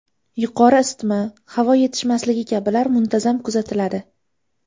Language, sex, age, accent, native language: Uzbek, female, 18-24, Farg'ona, Uzbek